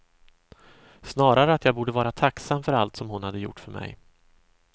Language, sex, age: Swedish, male, 26